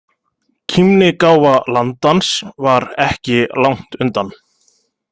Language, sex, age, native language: Icelandic, male, 30-39, Icelandic